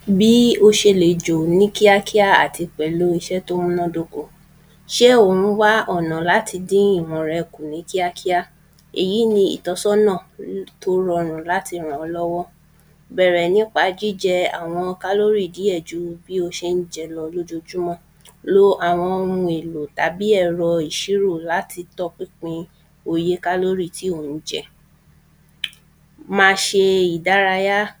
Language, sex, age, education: Yoruba, female, 30-45, primary